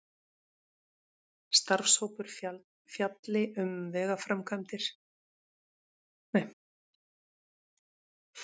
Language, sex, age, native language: Icelandic, female, 40-49, Icelandic